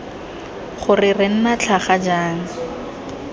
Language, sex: Tswana, female